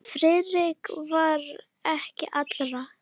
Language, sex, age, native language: Icelandic, female, 9, Icelandic